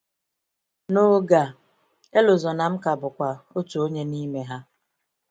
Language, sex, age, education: Igbo, female, 30-45, tertiary